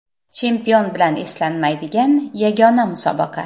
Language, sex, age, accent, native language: Uzbek, female, 40-49, Xorazm, Uzbek